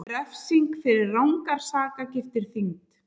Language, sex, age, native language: Icelandic, female, 30-39, Icelandic